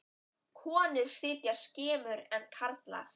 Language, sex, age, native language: Icelandic, male, 9, Icelandic